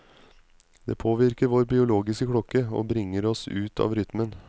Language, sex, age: Norwegian, male, 35